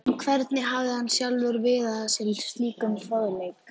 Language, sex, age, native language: Icelandic, female, 14, Icelandic